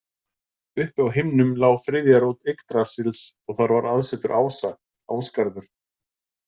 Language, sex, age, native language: Icelandic, male, 40-49, Icelandic